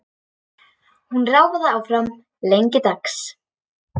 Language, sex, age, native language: Icelandic, female, 10, Icelandic